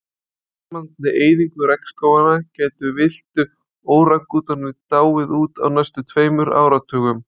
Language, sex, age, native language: Icelandic, male, 20-29, Icelandic